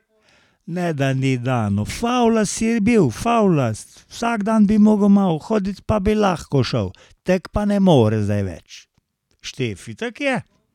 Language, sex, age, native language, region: Slovenian, male, 60+, Slovenian, Carinthia region